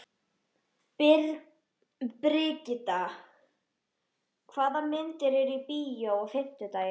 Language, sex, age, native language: Icelandic, female, 12, Icelandic